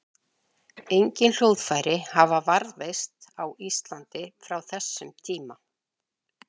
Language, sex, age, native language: Icelandic, female, 60-69, Icelandic